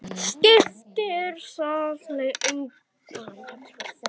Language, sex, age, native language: Icelandic, male, 10, Icelandic